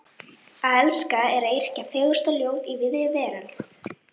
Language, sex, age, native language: Icelandic, female, 11, Icelandic